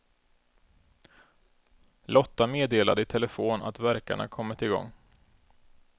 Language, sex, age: Swedish, male, 32